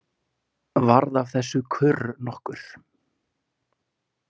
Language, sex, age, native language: Icelandic, male, 20-29, Icelandic